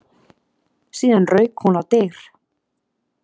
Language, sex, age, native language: Icelandic, female, 30-39, Icelandic